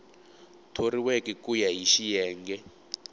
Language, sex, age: Tsonga, male, 18